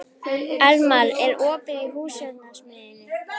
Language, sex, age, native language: Icelandic, female, 11, Icelandic